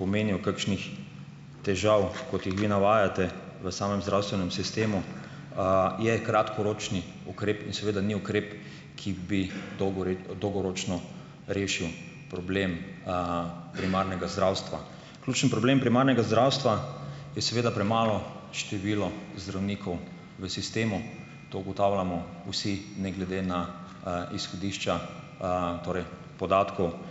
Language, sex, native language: Slovenian, male, Slovenian